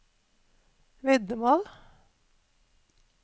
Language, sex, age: Norwegian, female, 48